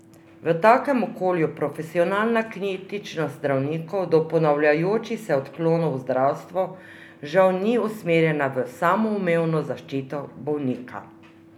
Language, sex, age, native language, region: Slovenian, female, 50-59, Slovenian, Drava region